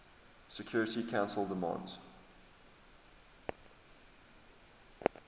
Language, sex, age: English, male, 23